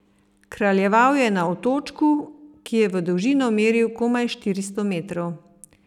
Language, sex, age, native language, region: Slovenian, female, 50-59, Slovenian, Savinja region